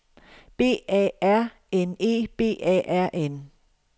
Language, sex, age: Danish, female, 51